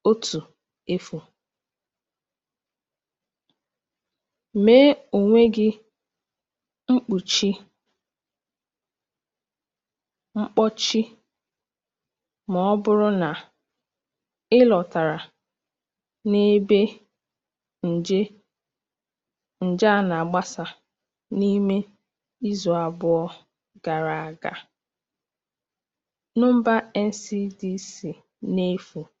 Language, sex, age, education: Igbo, female, 15-29, tertiary